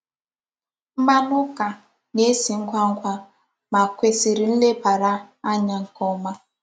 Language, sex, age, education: Igbo, female, 15-29, tertiary